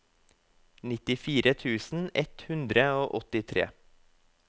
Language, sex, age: Norwegian, male, 24